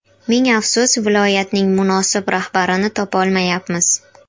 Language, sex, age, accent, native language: Uzbek, female, 12-17, Qashqadaryo, Uzbek